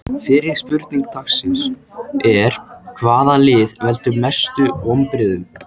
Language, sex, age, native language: Icelandic, male, 14, Icelandic